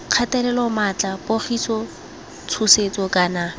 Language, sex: Tswana, female